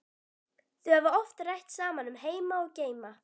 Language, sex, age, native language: Icelandic, female, 12, Icelandic